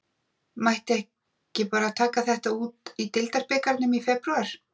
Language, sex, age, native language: Icelandic, female, 40-49, Icelandic